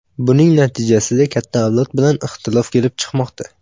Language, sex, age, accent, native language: Uzbek, male, under 19, Samarqand, Uzbek